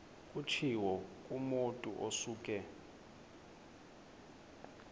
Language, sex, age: Xhosa, male, 20